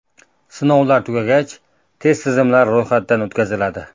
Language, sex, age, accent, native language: Uzbek, male, 19-29, Farg'ona, Uzbek